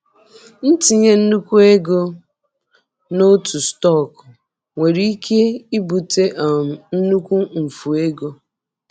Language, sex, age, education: Igbo, female, 30-45, tertiary